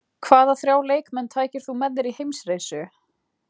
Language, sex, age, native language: Icelandic, other, 20-29, Icelandic